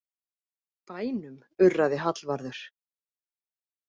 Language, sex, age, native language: Icelandic, female, 50-59, Icelandic